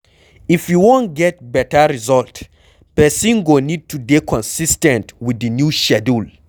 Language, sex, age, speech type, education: Nigerian Pidgin, male, 15-29, read, secondary